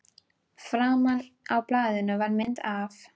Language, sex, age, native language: Icelandic, female, 12, Icelandic